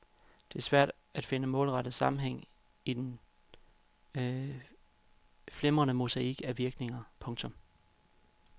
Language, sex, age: Danish, male, 31